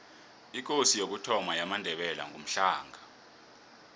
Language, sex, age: South Ndebele, male, 24